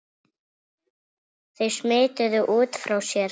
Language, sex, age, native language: Icelandic, female, 7, Icelandic